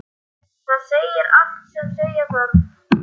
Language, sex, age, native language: Icelandic, male, 11, Icelandic